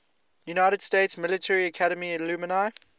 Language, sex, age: English, male, 20